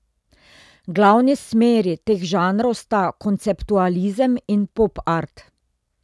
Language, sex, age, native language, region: Slovenian, female, 30-49, Slovenian, Drava region